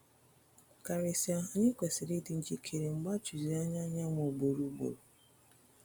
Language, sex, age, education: Igbo, female, 30-45, tertiary